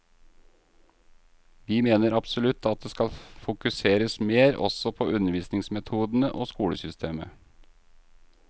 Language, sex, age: Norwegian, male, 38